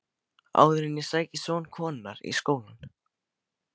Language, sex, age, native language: Icelandic, male, 15, Icelandic